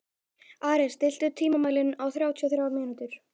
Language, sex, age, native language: Icelandic, male, 11, Icelandic